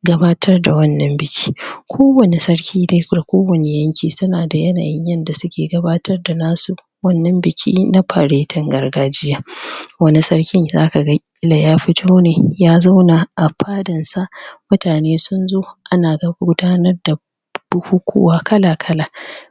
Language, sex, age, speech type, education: Hausa, female, 30-45, spontaneous, tertiary